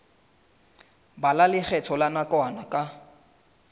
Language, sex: Southern Sotho, male